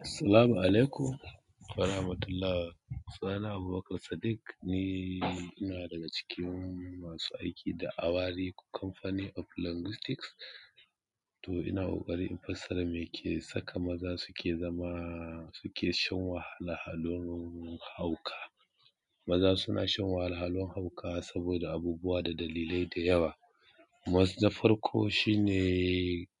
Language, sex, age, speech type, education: Hausa, male, 30-45, spontaneous, tertiary